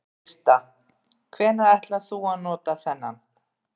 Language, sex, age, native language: Icelandic, female, 50-59, Icelandic